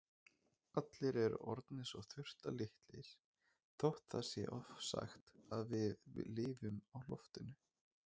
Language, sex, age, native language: Icelandic, male, 20-29, Icelandic